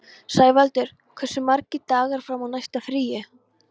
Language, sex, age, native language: Icelandic, female, 13, Polish